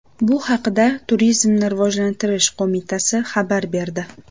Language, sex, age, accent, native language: Uzbek, female, 18-24, Namangan, Uzbek